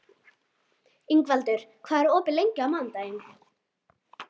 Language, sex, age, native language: Icelandic, female, 12, Icelandic